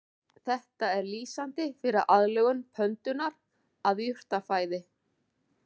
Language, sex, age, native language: Icelandic, female, 40-49, Icelandic